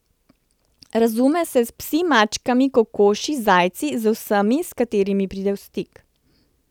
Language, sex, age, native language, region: Slovenian, female, 30-49, Slovenian, Central Slovenia